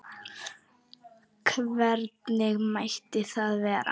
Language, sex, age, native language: Icelandic, female, 9, Icelandic